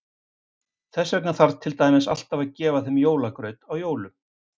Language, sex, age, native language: Icelandic, male, 50-59, Icelandic